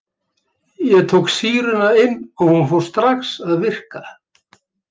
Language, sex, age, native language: Icelandic, male, 70-79, Icelandic